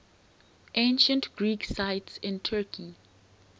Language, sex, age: English, female, 19